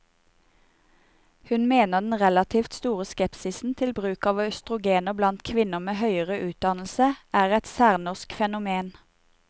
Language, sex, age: Norwegian, female, 28